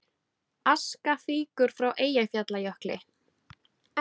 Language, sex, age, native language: Icelandic, female, 30-39, Icelandic